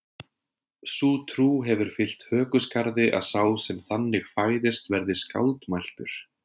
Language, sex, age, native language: Icelandic, male, 30-39, Icelandic